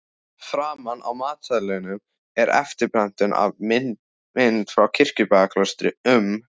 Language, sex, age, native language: Icelandic, male, 14, Icelandic